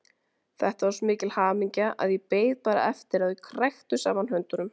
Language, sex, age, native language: Icelandic, female, 20-29, Icelandic